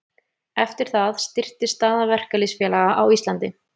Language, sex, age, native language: Icelandic, female, 30-39, Icelandic